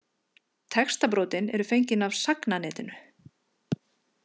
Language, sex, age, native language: Icelandic, female, 50-59, Icelandic